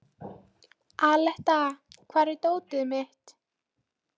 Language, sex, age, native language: Icelandic, female, 13, Polish